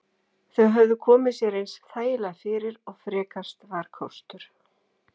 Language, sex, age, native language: Icelandic, female, 40-49, Icelandic